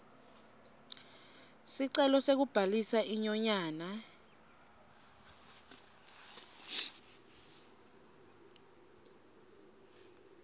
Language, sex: Swati, female